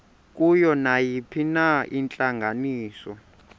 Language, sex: Xhosa, male